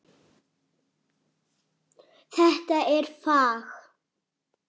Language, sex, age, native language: Icelandic, male, 6, Icelandic